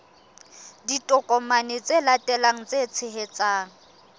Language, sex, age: Southern Sotho, female, 23